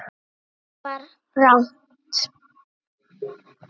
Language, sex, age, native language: Icelandic, female, 6, Icelandic